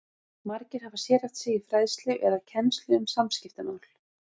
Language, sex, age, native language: Icelandic, female, 30-39, Icelandic